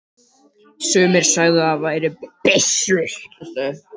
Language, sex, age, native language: Icelandic, male, 12, Icelandic